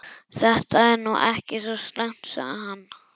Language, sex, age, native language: Icelandic, male, 11, Icelandic